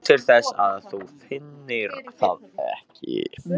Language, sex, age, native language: Icelandic, male, 14, Icelandic